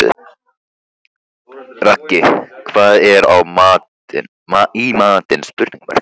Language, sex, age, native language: Icelandic, male, 15, Icelandic